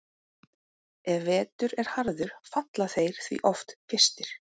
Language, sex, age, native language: Icelandic, female, 30-39, Icelandic